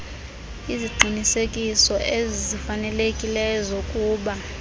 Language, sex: Xhosa, female